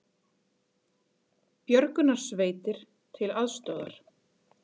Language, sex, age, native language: Icelandic, female, 40-49, Icelandic